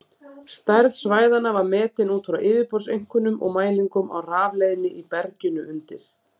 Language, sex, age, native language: Icelandic, female, 40-49, Icelandic